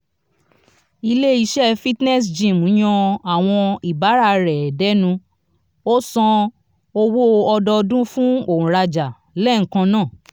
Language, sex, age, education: Yoruba, female, 30-45, tertiary